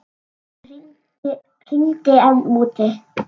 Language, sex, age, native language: Icelandic, male, 7, Icelandic